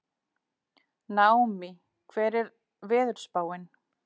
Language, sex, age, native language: Icelandic, female, 40-49, Icelandic